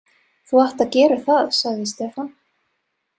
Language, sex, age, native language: Icelandic, female, 30-39, Serbo-Croatian